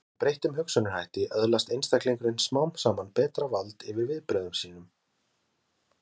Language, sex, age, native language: Icelandic, male, 20-29, Icelandic